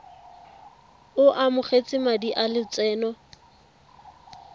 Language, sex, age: Tswana, female, 18